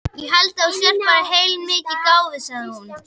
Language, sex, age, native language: Icelandic, female, 12, Icelandic